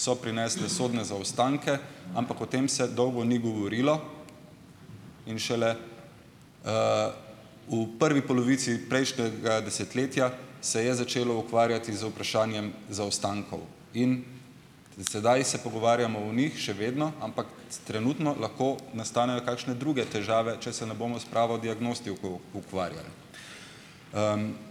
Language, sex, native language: Slovenian, male, Slovenian